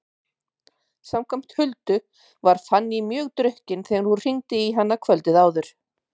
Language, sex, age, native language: Icelandic, female, 50-59, Icelandic